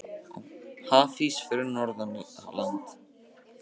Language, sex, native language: Icelandic, male, Icelandic